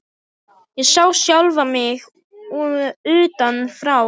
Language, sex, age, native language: Icelandic, other, 18-19, Polish